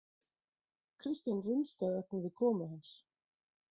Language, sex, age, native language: Icelandic, female, 40-49, Icelandic